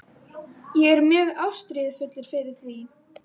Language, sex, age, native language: Icelandic, female, 18-19, Icelandic